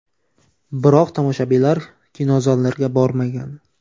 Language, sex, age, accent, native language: Uzbek, male, 18-24, Toshkent viloyati, Uzbek